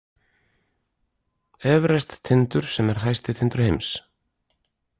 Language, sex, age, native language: Icelandic, male, 40-49, Icelandic